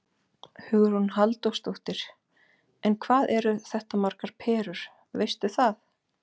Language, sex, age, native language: Icelandic, female, 40-49, Icelandic